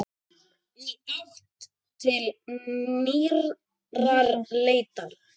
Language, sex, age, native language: Icelandic, male, 10, Icelandic